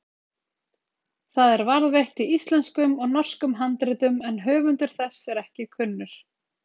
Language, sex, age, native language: Icelandic, female, 30-39, Icelandic